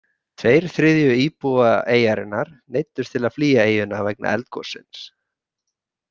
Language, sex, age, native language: Icelandic, male, 30-39, Icelandic